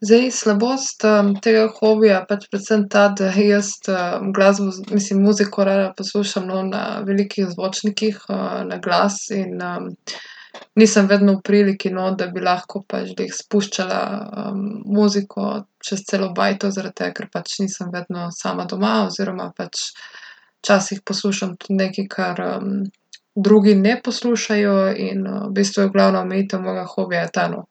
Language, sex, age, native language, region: Slovenian, female, 18-29, Slovenian, Gorica region